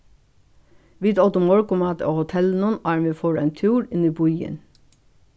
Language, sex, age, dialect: Faroese, female, 61+, Suðurstreymoy